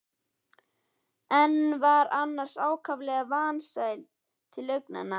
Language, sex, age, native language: Icelandic, male, 11, Icelandic